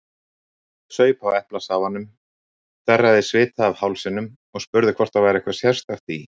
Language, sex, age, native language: Icelandic, male, 60-69, Icelandic